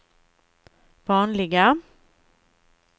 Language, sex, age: Swedish, female, 41